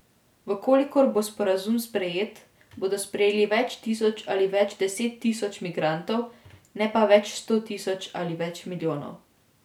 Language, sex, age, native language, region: Slovenian, female, 18-29, Slovenian, Drava region